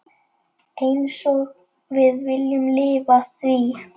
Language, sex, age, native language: Icelandic, male, 9, Icelandic